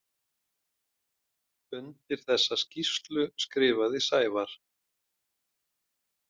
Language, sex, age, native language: Icelandic, male, 30-39, Icelandic